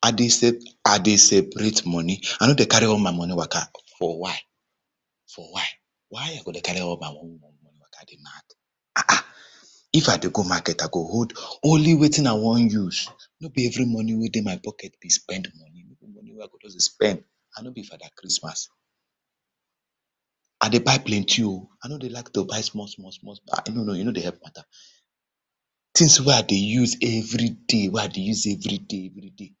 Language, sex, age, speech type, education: Nigerian Pidgin, male, 30-45, spontaneous, tertiary